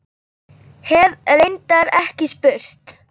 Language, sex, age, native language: Icelandic, female, 8, Icelandic